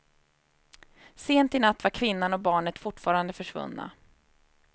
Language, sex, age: Swedish, female, 30